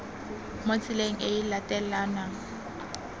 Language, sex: Tswana, female